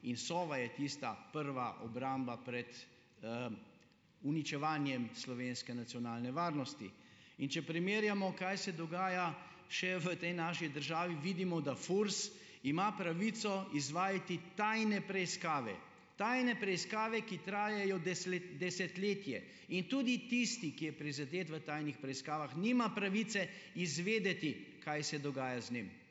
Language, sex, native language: Slovenian, male, Slovenian